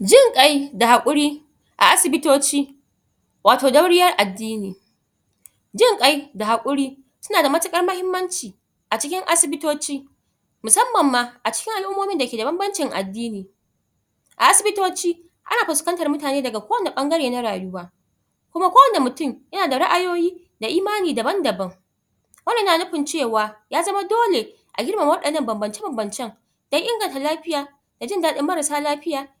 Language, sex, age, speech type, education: Hausa, female, 30-45, spontaneous, tertiary